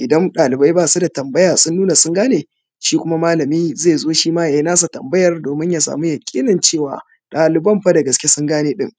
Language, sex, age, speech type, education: Hausa, male, 30-45, spontaneous, tertiary